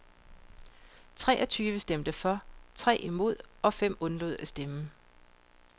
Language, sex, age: Danish, female, 42